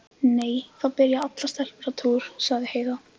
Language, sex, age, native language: Icelandic, female, 15, Icelandic